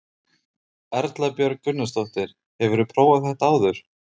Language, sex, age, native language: Icelandic, male, 30-39, Icelandic